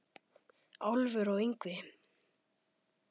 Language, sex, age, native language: Icelandic, male, 10, Icelandic